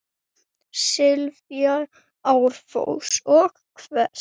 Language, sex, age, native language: Icelandic, male, 8, Icelandic